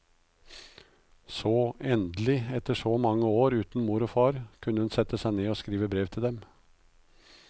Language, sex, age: Norwegian, male, 56